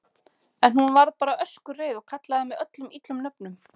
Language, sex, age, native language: Icelandic, female, 30-39, Icelandic